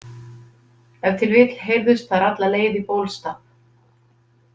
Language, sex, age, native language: Icelandic, female, 50-59, Icelandic